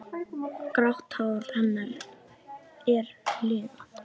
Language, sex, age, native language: Icelandic, male, 10, Icelandic